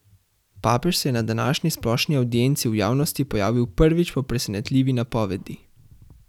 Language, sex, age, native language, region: Slovenian, male, 18-29, Slovenian, Central Slovenia